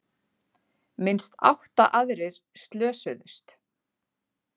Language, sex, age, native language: Icelandic, female, 40-49, Icelandic